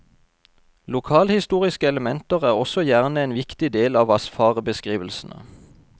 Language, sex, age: Norwegian, male, 32